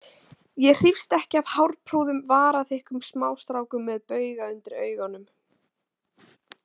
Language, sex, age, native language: Icelandic, female, 20-29, Icelandic